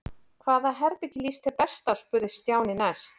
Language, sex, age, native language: Icelandic, female, 40-49, Icelandic